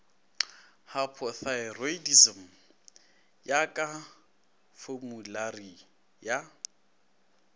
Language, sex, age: Northern Sotho, male, 19